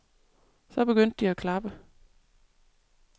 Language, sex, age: Danish, female, 37